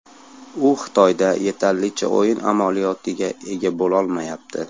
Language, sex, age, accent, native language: Uzbek, male, 18-24, Andijon, Uzbek